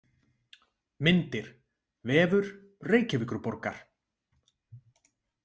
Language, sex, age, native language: Icelandic, male, 20-29, Icelandic